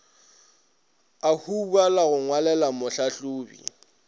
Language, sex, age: Northern Sotho, male, 22